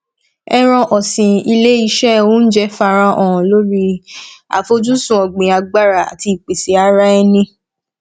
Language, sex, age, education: Yoruba, female, 15-29, tertiary